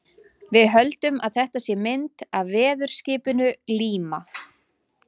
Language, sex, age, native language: Icelandic, female, 40-49, Icelandic